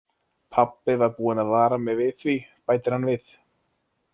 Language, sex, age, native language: Icelandic, male, 20-29, Icelandic